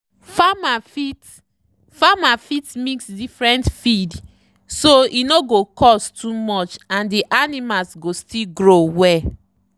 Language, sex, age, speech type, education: Nigerian Pidgin, female, 30-45, spontaneous, tertiary